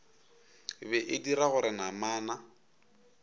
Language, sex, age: Northern Sotho, male, 22